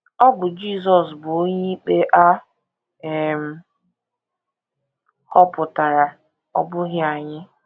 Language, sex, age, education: Igbo, female, 15-29, tertiary